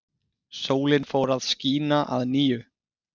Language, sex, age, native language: Icelandic, male, 30-39, Icelandic